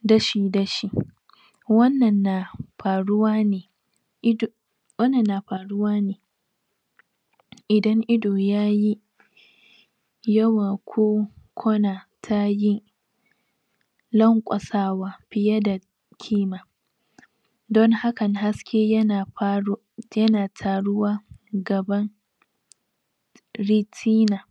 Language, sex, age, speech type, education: Hausa, female, 46-60, spontaneous, tertiary